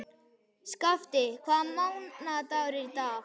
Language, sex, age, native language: Icelandic, male, 11, Icelandic